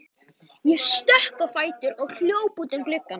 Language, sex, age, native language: Icelandic, male, 13, Icelandic